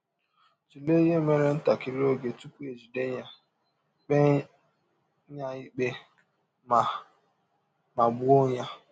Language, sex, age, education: Igbo, male, 15-29, tertiary